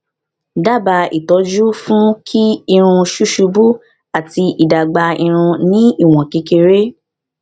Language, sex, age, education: Yoruba, female, 15-29, tertiary